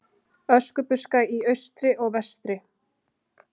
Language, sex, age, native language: Icelandic, female, 20-29, Icelandic